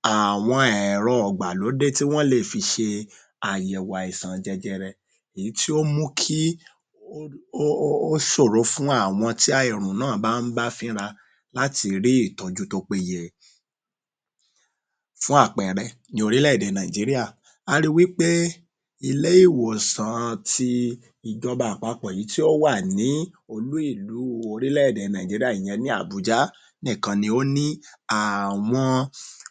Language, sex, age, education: Yoruba, male, 30-45, tertiary